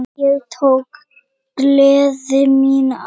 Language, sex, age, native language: Icelandic, female, 8, Icelandic